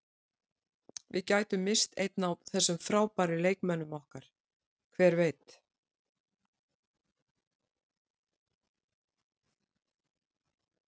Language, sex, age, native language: Icelandic, female, 60-69, Icelandic